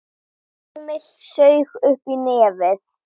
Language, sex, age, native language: Icelandic, female, 10, Icelandic